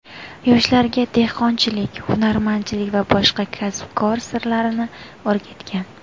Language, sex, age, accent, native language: Uzbek, female, 19-29, Buxoro, Uzbek